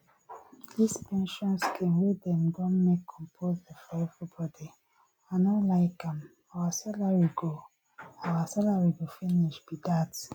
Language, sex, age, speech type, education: Nigerian Pidgin, female, 15-29, spontaneous, tertiary